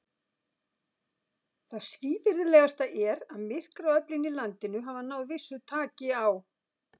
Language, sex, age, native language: Icelandic, female, 60-69, Icelandic